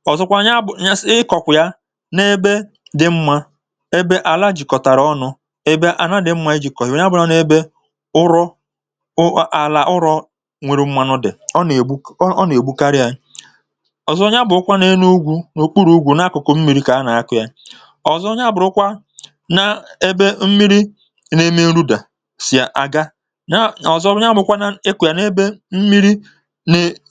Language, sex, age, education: Igbo, male, 30-45, tertiary